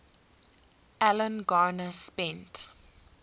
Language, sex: English, female